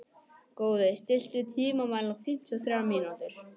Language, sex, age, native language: Icelandic, male, 11, English